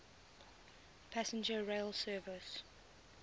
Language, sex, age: English, female, 20